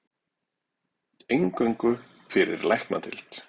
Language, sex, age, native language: Icelandic, male, 40-49, Icelandic